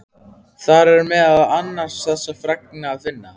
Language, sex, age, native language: Icelandic, male, 15, Icelandic